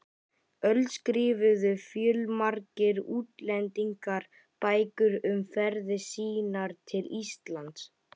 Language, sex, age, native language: Icelandic, male, 11, Icelandic